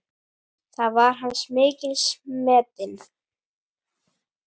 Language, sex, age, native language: Icelandic, female, 8, Icelandic